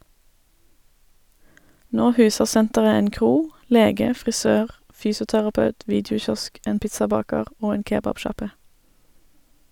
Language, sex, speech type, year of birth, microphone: Norwegian, female, read, 1987, Sennheiser